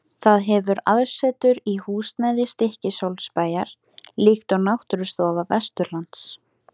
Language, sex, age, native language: Icelandic, female, 18-19, Icelandic